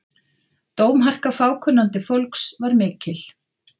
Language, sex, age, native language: Icelandic, female, 50-59, Icelandic